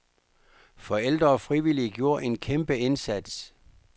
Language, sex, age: Danish, male, 59